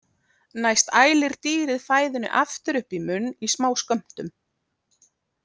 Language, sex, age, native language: Icelandic, female, 30-39, Icelandic